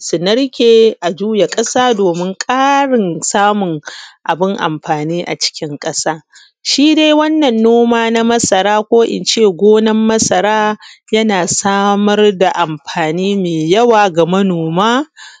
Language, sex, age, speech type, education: Hausa, female, 15-29, spontaneous, tertiary